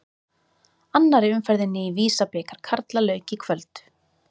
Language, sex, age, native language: Icelandic, female, 30-39, Icelandic